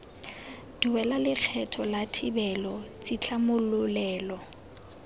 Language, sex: Tswana, female